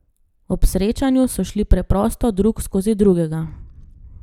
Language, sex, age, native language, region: Slovenian, female, 30-49, Slovenian, Gorenjska region